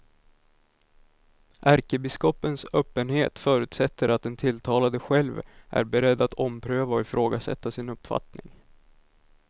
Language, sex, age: Swedish, male, 19